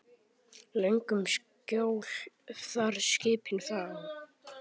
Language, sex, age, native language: Icelandic, male, 10, Icelandic